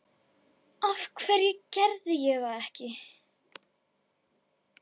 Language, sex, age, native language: Icelandic, female, 11, Icelandic